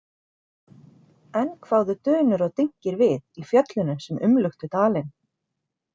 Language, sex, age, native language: Icelandic, female, 40-49, Icelandic